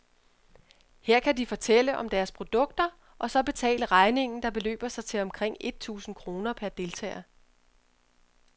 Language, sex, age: Danish, female, 31